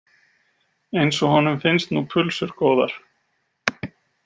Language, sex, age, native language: Icelandic, male, 40-49, Icelandic